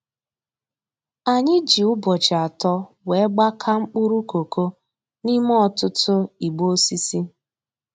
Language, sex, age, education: Igbo, female, 30-45, tertiary